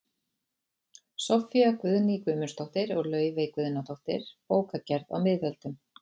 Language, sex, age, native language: Icelandic, female, 40-49, Icelandic